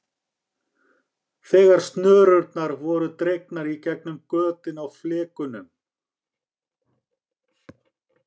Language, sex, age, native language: Icelandic, other, 40-49, Icelandic